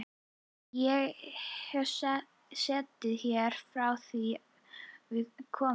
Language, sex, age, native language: Icelandic, female, 11, Icelandic